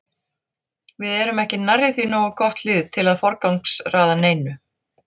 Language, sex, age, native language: Icelandic, female, 40-49, Icelandic